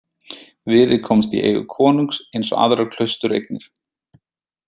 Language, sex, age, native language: Icelandic, male, 30-39, Icelandic